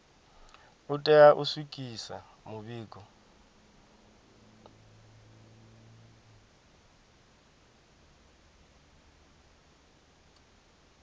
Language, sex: Venda, male